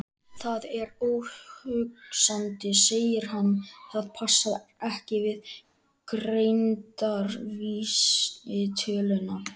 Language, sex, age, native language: Icelandic, male, 13, Icelandic